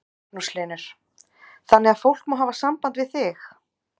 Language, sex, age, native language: Icelandic, female, 30-39, Icelandic